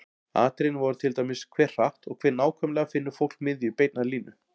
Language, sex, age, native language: Icelandic, male, 40-49, Icelandic